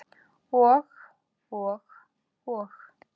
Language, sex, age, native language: Icelandic, male, 10, Icelandic